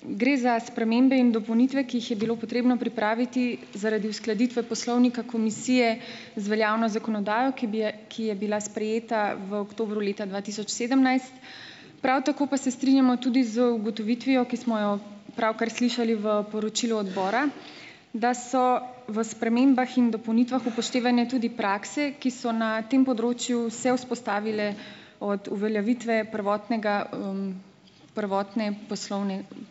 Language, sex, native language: Slovenian, female, Slovenian